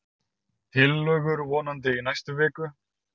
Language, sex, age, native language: Icelandic, male, 30-39, Icelandic